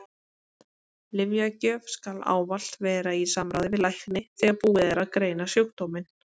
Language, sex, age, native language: Icelandic, female, 20-29, Icelandic